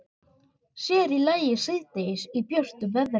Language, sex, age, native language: Icelandic, male, 14, Icelandic